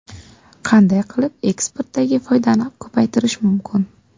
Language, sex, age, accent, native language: Uzbek, female, 18-24, Qashqadaryo, Uzbek